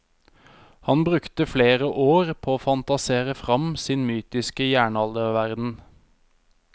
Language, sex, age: Norwegian, male, 31